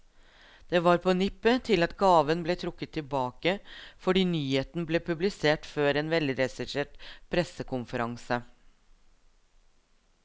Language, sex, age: Norwegian, female, 42